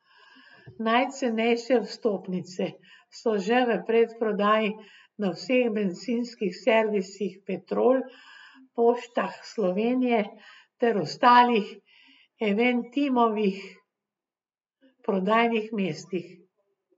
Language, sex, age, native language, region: Slovenian, female, 60+, Slovenian, Gorenjska region